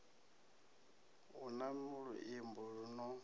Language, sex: Venda, male